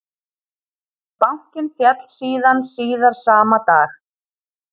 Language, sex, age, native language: Icelandic, female, 30-39, Icelandic